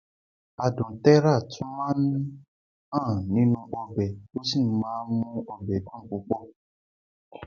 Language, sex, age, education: Yoruba, male, 60+, secondary